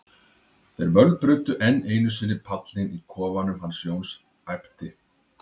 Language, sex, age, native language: Icelandic, male, 30-39, Icelandic